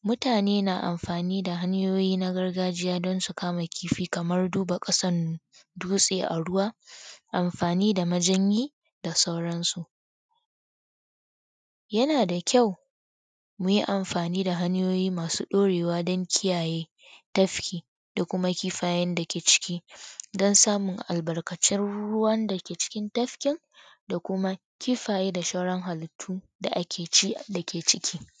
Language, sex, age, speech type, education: Hausa, female, 15-29, spontaneous, tertiary